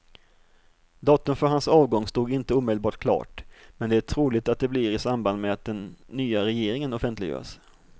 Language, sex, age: Swedish, male, 38